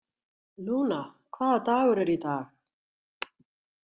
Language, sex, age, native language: Icelandic, female, 60-69, Icelandic